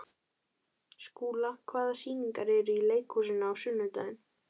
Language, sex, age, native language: Icelandic, female, 12, Icelandic